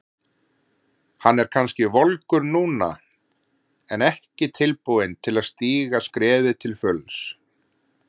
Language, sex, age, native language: Icelandic, male, 40-49, Icelandic